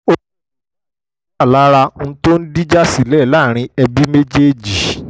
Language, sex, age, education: Yoruba, male, 15-29, tertiary